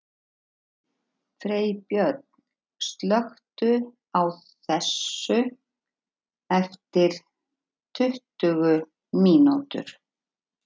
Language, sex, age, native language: Icelandic, female, 50-59, Icelandic